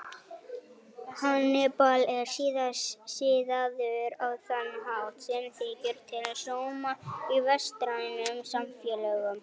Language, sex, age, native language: Icelandic, female, 18-19, Icelandic